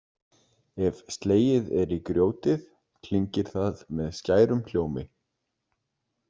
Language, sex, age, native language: Icelandic, male, 30-39, Icelandic